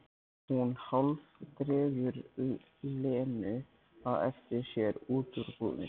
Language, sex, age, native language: Icelandic, male, 14, Icelandic